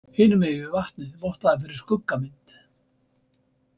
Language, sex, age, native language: Icelandic, male, 70-79, Icelandic